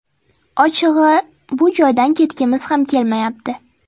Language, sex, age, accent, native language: Uzbek, female, 12-17, Toshkent shahri, Uzbek